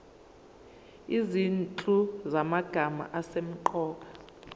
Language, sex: Zulu, female